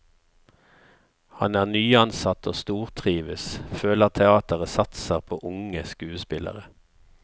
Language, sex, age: Norwegian, male, 54